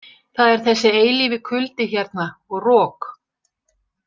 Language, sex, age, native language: Icelandic, female, 60-69, Icelandic